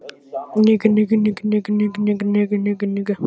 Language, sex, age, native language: Icelandic, male, 14, Icelandic